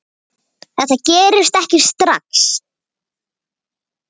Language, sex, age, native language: Icelandic, male, 8, Icelandic